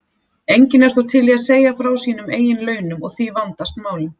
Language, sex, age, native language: Icelandic, female, 40-49, Icelandic